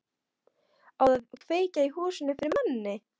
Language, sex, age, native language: Icelandic, female, 13, Polish